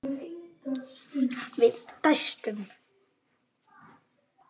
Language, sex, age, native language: Icelandic, male, 8, Icelandic